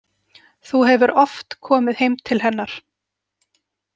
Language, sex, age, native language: Icelandic, female, 40-49, Icelandic